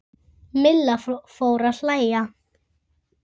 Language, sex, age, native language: Icelandic, female, 9, Icelandic